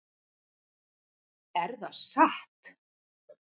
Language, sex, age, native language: Icelandic, female, 30-39, Icelandic